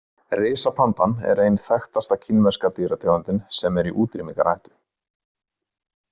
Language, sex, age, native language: Icelandic, male, 30-39, Icelandic